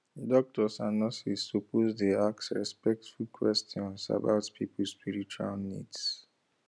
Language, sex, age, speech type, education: Nigerian Pidgin, male, 15-29, spontaneous, tertiary